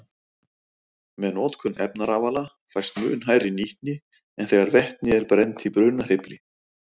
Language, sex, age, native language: Icelandic, male, 40-49, Icelandic